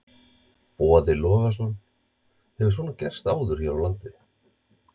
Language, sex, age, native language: Icelandic, male, 30-39, Icelandic